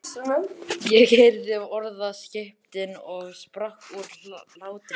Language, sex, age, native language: Icelandic, male, 11, Icelandic